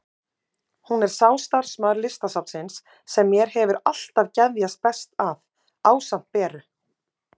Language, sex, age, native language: Icelandic, female, 30-39, Icelandic